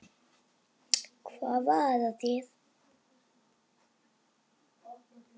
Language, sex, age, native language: Icelandic, male, 7, Icelandic